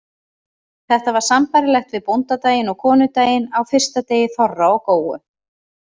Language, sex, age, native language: Icelandic, female, 30-39, Icelandic